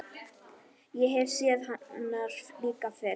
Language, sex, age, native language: Icelandic, female, 11, Icelandic